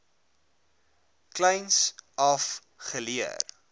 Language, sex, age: Afrikaans, male, 21